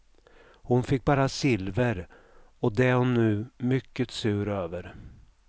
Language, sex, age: Swedish, male, 55